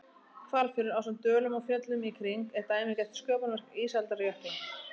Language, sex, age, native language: Icelandic, female, 30-39, Icelandic